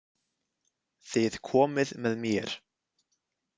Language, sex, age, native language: Icelandic, male, 20-29, Icelandic